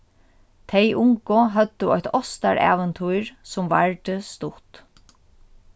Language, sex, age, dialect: Faroese, female, 36-60, Norðurstreymoy/Eysturoy